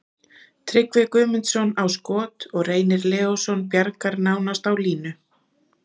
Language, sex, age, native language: Icelandic, female, 30-39, Icelandic